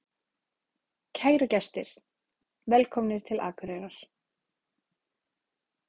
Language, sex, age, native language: Icelandic, female, 30-39, Icelandic